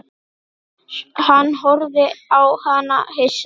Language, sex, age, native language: Icelandic, male, 8, Icelandic